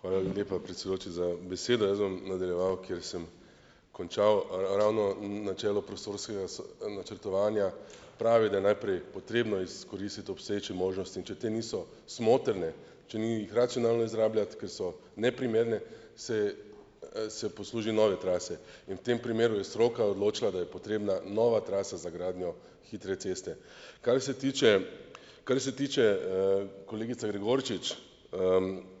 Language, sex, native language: Slovenian, male, Slovenian